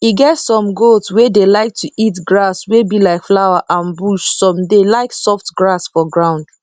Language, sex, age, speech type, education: Nigerian Pidgin, female, 30-45, spontaneous, tertiary